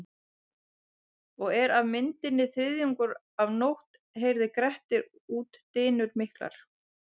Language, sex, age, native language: Icelandic, female, 30-39, Icelandic